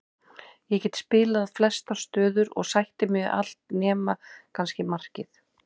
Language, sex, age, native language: Icelandic, female, 30-39, Icelandic